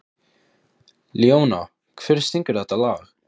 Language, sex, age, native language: Icelandic, male, 15, Icelandic